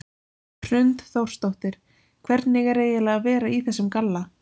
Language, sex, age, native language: Icelandic, female, 20-29, Icelandic